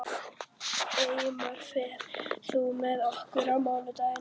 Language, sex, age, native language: Icelandic, female, 11, Icelandic